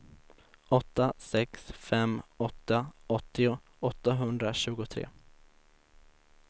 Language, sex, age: Swedish, male, 19